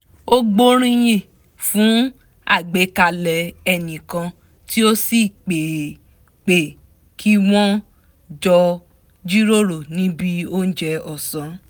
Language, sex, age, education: Yoruba, female, 15-29, tertiary